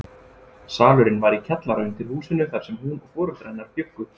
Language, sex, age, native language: Icelandic, male, 20-29, Icelandic